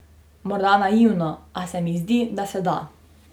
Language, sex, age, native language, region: Slovenian, female, 18-29, Slovenian, Drava region